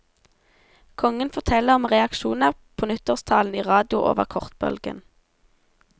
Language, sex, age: Norwegian, female, 17